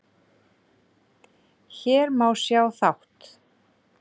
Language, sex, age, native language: Icelandic, female, 30-39, Icelandic